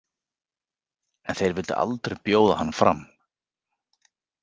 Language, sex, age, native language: Icelandic, male, 40-49, Icelandic